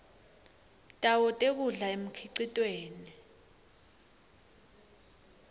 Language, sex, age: Swati, female, 21